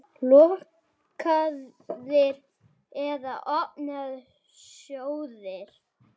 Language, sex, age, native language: Icelandic, female, 7, Icelandic